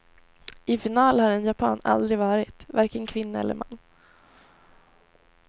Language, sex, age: Swedish, female, 18